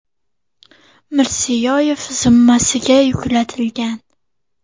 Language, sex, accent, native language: Uzbek, female, Farg'ona, Uzbek